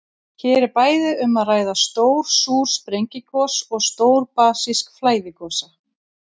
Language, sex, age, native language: Icelandic, female, 30-39, Icelandic